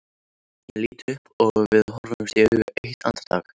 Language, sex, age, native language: Icelandic, male, 13, Icelandic